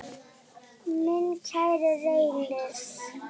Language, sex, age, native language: Icelandic, female, 8, Icelandic